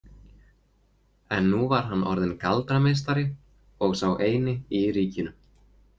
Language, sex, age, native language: Icelandic, male, 20-29, Icelandic